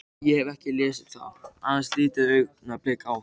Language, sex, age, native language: Icelandic, male, 13, Icelandic